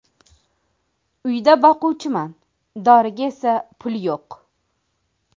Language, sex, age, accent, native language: Uzbek, female, 25-34, Toshkent viloyati, Uzbek